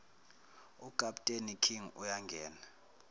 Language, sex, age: Zulu, male, 19